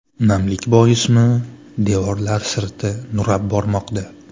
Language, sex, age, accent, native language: Uzbek, male, 18-24, Namangan, Uzbek